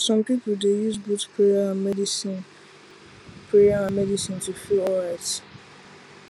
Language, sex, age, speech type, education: Nigerian Pidgin, female, 15-29, spontaneous, tertiary